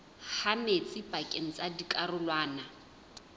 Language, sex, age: Southern Sotho, female, 20